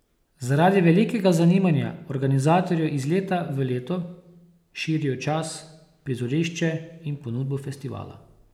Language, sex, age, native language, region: Slovenian, male, 30-49, Slovenian, Posavska region